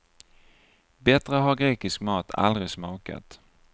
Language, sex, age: Swedish, male, 49